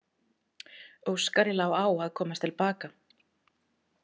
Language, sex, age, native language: Icelandic, female, 40-49, Icelandic